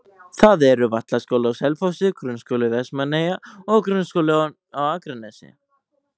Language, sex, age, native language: Icelandic, male, 18-19, Icelandic